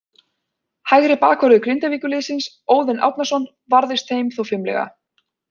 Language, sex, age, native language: Icelandic, female, 20-29, Icelandic